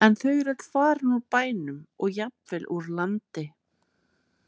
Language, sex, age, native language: Icelandic, female, 30-39, Icelandic